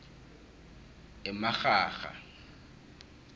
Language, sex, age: South Ndebele, male, 23